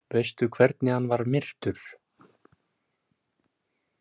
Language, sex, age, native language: Icelandic, male, 20-29, Icelandic